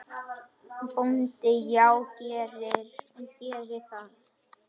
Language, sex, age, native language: Icelandic, male, 10, Icelandic